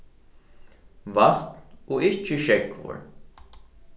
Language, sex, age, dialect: Faroese, male, 15-35, Norðurstreymoy/Eysturoy